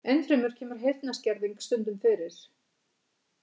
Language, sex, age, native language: Icelandic, female, 50-59, Icelandic